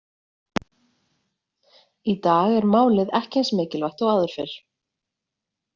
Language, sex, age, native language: Icelandic, female, 30-39, Icelandic